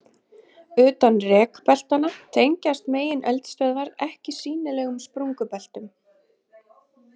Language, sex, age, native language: Icelandic, female, 20-29, Icelandic